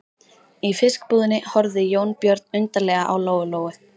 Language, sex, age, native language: Icelandic, female, 13, Icelandic